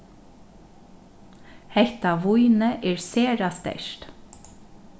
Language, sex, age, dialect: Faroese, female, 36-60, Norðurstreymoy/Eysturoy